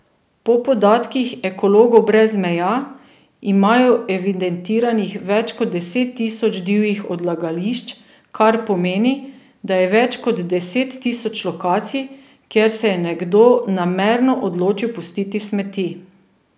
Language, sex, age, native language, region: Slovenian, female, 30-49, Slovenian, Drava region